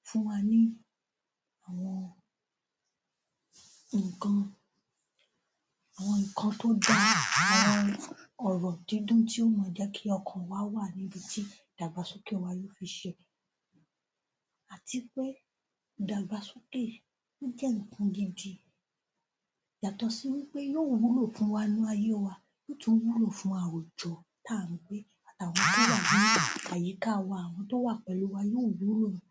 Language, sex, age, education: Yoruba, female, 15-29, tertiary